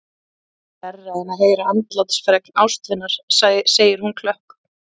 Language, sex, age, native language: Icelandic, female, 30-39, Icelandic